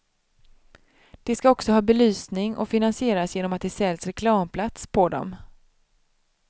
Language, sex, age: Swedish, female, 31